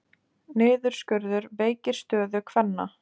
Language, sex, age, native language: Icelandic, female, 20-29, Icelandic